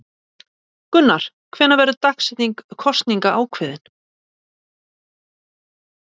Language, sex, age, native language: Icelandic, female, 60-69, Icelandic